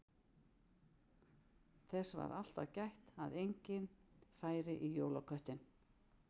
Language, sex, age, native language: Icelandic, female, 60-69, Icelandic